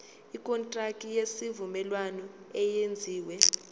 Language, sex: Zulu, female